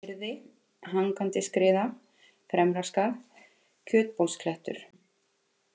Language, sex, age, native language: Icelandic, female, 50-59, Icelandic